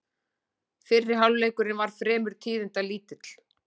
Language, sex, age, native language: Icelandic, female, 40-49, Icelandic